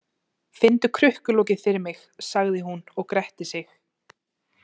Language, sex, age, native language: Icelandic, female, 20-29, Icelandic